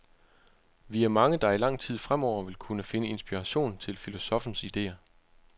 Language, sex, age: Danish, male, 25